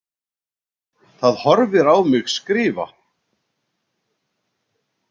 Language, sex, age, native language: Icelandic, male, 60-69, Icelandic